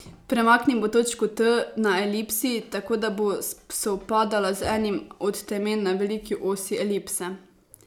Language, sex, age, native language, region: Slovenian, female, 18-29, Slovenian, Savinja region